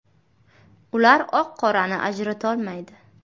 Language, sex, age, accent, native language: Uzbek, female, 18-24, Buxoro, Uzbek